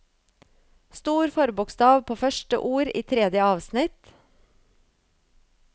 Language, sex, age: Norwegian, female, 35